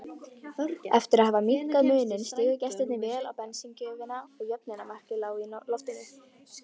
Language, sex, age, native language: Icelandic, female, 18-19, Icelandic